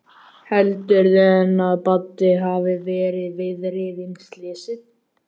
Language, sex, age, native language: Icelandic, male, 12, Icelandic